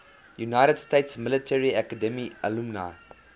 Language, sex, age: English, male, 24